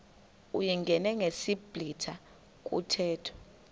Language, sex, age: Xhosa, female, 21